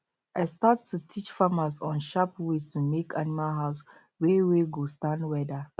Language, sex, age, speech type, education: Nigerian Pidgin, female, 30-45, spontaneous, tertiary